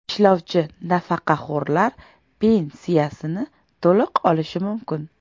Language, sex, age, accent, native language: Uzbek, female, 25-34, Toshkent shahri, Uzbek